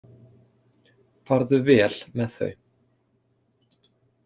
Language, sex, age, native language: Icelandic, male, 30-39, Icelandic